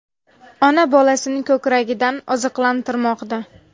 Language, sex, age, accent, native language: Uzbek, female, 19-29, Namangan, Uzbek